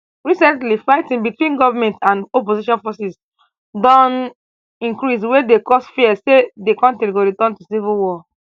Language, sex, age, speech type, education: Nigerian Pidgin, female, 15-29, spontaneous, tertiary